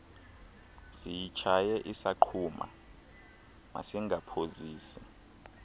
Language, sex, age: Xhosa, male, 23